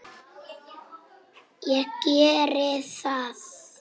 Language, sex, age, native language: Icelandic, male, 7, Icelandic